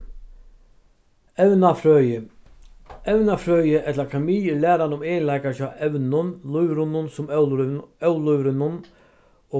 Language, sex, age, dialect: Faroese, male, 36-60, Vágar